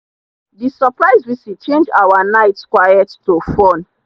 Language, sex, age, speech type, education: Nigerian Pidgin, female, 30-45, spontaneous, tertiary